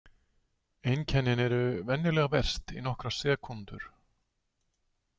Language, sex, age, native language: Icelandic, male, 60-69, Icelandic